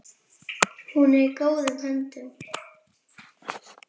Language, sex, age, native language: Icelandic, female, 10, Icelandic